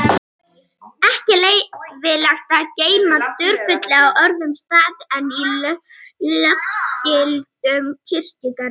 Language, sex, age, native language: Icelandic, female, 30-39, Icelandic